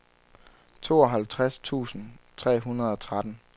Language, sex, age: Danish, male, 23